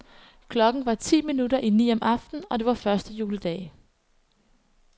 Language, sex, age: Danish, female, 21